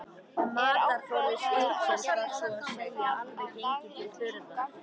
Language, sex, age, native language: Icelandic, female, 13, Icelandic